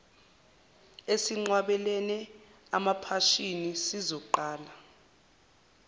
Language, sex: Zulu, male